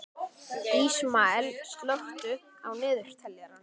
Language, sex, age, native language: Icelandic, female, 18-19, Icelandic